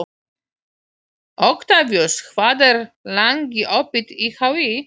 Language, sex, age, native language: Icelandic, female, 40-49, Polish